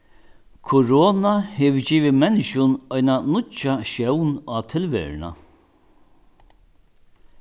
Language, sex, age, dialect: Faroese, male, 61+, Norðurstreymoy/Eysturoy